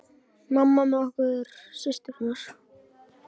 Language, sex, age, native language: Icelandic, male, 18-19, Icelandic